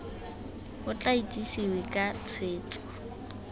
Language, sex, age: Tswana, female, 18